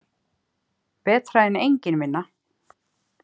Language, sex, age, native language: Icelandic, female, 50-59, Icelandic